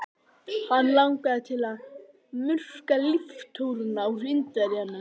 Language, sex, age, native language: Icelandic, female, 11, Icelandic